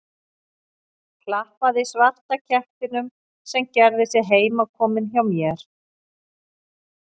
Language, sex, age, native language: Icelandic, female, 40-49, Icelandic